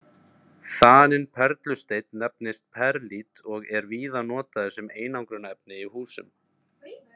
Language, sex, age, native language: Icelandic, male, 30-39, Icelandic